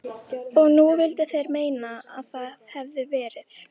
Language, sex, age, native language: Icelandic, female, 13, Icelandic